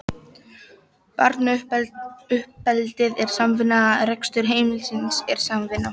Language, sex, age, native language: Icelandic, female, 12, Icelandic